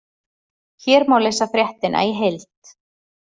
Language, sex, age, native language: Icelandic, female, 30-39, Icelandic